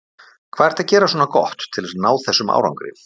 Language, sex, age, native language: Icelandic, male, 50-59, Icelandic